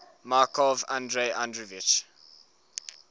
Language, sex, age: English, male, 19